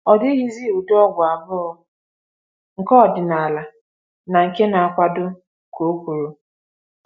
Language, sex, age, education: Igbo, female, 15-29, tertiary